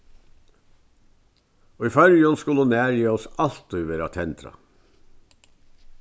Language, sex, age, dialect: Faroese, male, 61+, Vágar